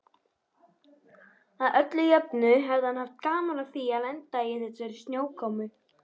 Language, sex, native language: Icelandic, female, Icelandic